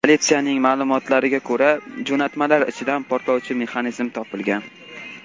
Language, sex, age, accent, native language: Uzbek, male, 18-24, Qashqadaryo, Uzbek